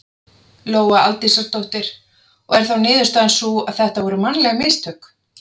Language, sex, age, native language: Icelandic, female, 30-39, Icelandic